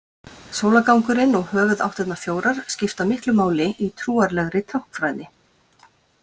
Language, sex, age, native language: Icelandic, female, 50-59, Icelandic